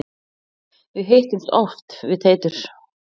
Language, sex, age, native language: Icelandic, female, 40-49, Icelandic